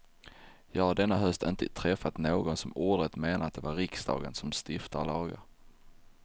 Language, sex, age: Swedish, male, 23